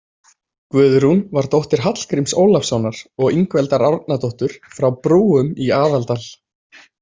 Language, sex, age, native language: Icelandic, male, 20-29, Icelandic